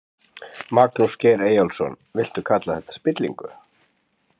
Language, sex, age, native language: Icelandic, male, 60-69, Icelandic